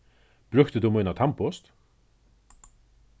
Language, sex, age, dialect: Faroese, male, 36-60, Suðurstreymoy